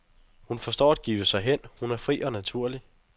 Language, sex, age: Danish, male, 23